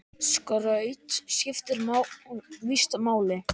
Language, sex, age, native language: Icelandic, male, 10, Icelandic